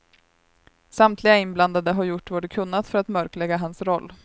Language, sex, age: Swedish, female, 23